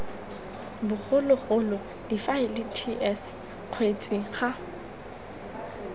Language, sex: Tswana, female